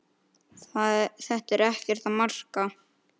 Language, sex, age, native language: Icelandic, male, 9, Icelandic